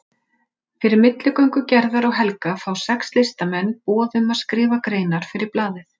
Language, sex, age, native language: Icelandic, female, 40-49, Icelandic